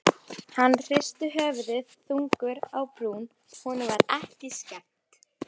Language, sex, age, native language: Icelandic, female, 11, Icelandic